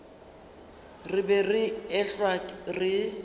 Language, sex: Northern Sotho, female